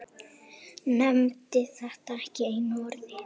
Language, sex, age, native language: Icelandic, female, 8, Icelandic